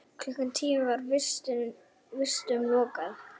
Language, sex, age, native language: Icelandic, female, 9, Icelandic